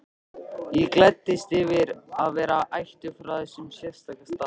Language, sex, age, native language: Icelandic, male, 13, Icelandic